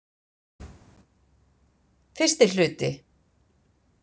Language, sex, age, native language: Icelandic, female, 50-59, Icelandic